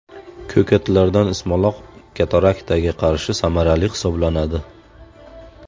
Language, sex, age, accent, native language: Uzbek, male, 25-34, Farg'ona, Uzbek